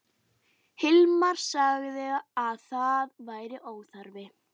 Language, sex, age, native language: Icelandic, female, 11, Icelandic